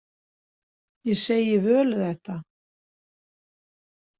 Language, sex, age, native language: Icelandic, female, 60-69, Icelandic